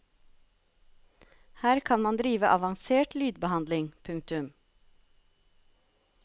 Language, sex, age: Norwegian, female, 36